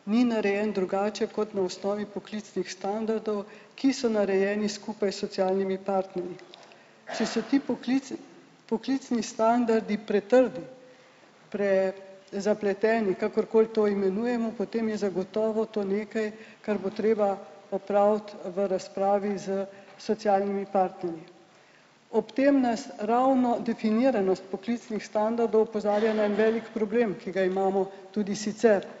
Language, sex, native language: Slovenian, male, Slovenian